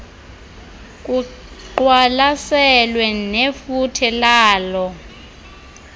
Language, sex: Xhosa, female